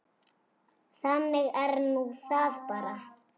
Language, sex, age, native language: Icelandic, female, 6, Icelandic